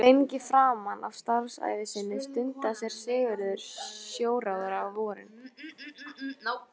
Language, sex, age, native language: Icelandic, female, 18-19, Icelandic